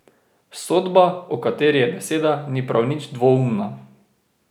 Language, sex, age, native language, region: Slovenian, male, 18-29, Slovenian, Drava region